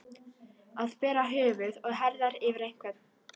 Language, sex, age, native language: Icelandic, female, 18-19, Icelandic